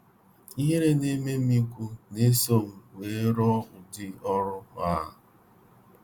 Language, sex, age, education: Igbo, male, 30-45, tertiary